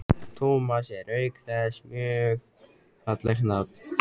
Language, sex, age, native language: Icelandic, male, 14, Icelandic